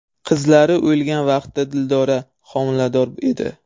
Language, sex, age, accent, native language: Uzbek, male, 12-17, Surxondaryo, Uzbek